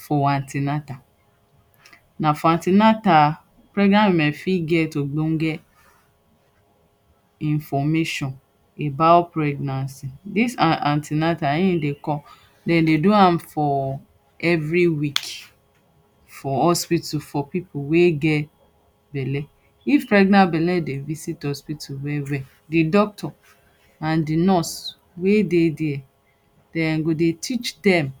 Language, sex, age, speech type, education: Nigerian Pidgin, female, 30-45, spontaneous, tertiary